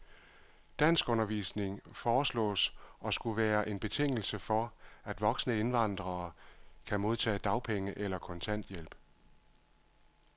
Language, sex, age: Danish, male, 51